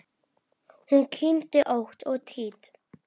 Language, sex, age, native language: Icelandic, female, 8, Icelandic